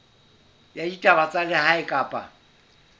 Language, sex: Southern Sotho, male